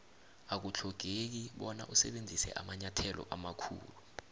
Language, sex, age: South Ndebele, male, 21